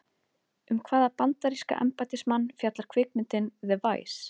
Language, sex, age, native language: Icelandic, female, 30-39, Icelandic